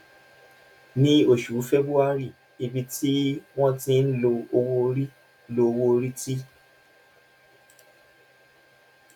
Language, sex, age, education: Yoruba, male, 15-29, tertiary